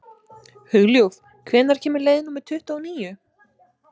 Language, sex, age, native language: Icelandic, female, 20-29, Icelandic